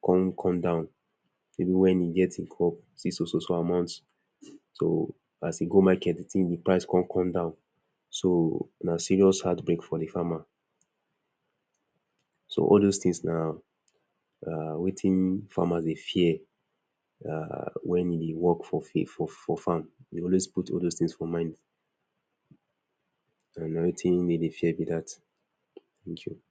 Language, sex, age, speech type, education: Nigerian Pidgin, male, 30-45, spontaneous, tertiary